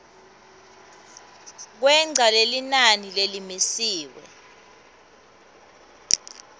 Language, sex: Swati, female